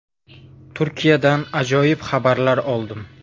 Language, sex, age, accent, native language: Uzbek, male, 18-24, Buxoro, Uzbek